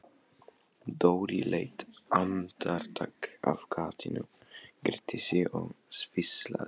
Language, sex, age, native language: Icelandic, male, 15, Polish